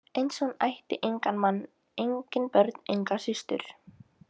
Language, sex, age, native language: Icelandic, female, 18-19, Icelandic